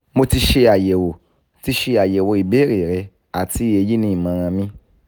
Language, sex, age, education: Yoruba, male, 15-29, tertiary